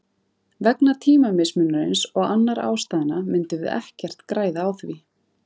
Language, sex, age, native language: Icelandic, female, 30-39, Icelandic